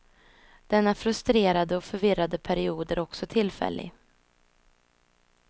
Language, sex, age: Swedish, female, 26